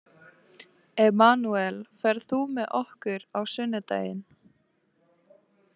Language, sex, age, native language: Icelandic, female, 18-19, Icelandic